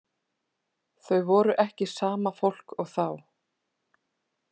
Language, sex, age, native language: Icelandic, female, 30-39, Icelandic